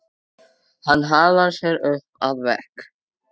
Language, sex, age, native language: Icelandic, male, 13, Icelandic